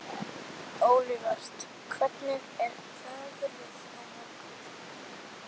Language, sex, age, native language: Icelandic, male, 11, Icelandic